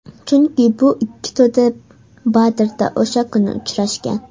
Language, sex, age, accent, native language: Uzbek, female, under 19, Toshkent shahri, Uzbek